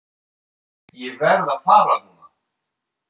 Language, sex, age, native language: Icelandic, male, 30-39, French